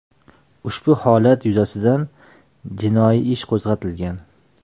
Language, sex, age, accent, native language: Uzbek, male, 35+, Toshkent shahri, Uzbek